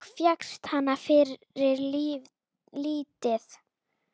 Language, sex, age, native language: Icelandic, female, 9, Icelandic